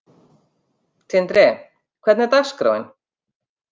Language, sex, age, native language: Icelandic, female, 50-59, Icelandic